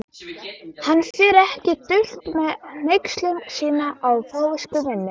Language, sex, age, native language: Icelandic, female, 13, Icelandic